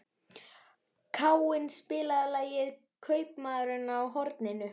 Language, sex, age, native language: Icelandic, male, 11, Icelandic